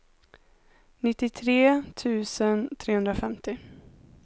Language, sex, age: Swedish, female, 19